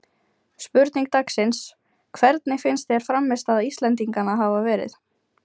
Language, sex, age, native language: Icelandic, female, 20-29, Ukrainian